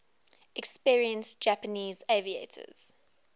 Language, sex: English, female